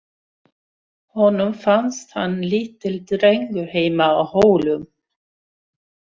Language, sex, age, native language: Icelandic, female, 60-69, Swedish